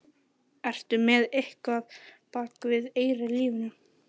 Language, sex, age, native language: Icelandic, male, 11, Icelandic